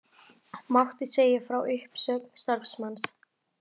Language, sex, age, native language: Icelandic, female, 18-19, Icelandic